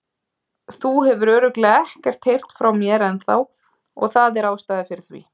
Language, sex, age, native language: Icelandic, female, 30-39, Icelandic